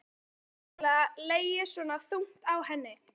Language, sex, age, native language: Icelandic, female, 13, Icelandic